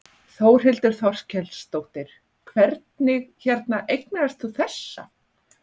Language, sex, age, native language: Icelandic, female, 40-49, Icelandic